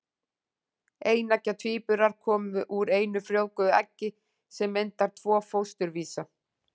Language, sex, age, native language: Icelandic, female, 40-49, Icelandic